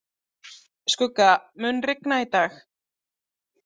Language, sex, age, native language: Icelandic, female, 30-39, Icelandic